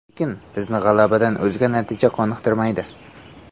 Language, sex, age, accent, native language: Uzbek, male, 18-24, Samarqand, Uzbek